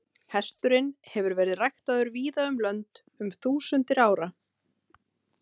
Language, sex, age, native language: Icelandic, female, 30-39, Icelandic